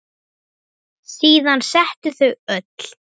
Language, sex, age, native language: Icelandic, male, 9, Icelandic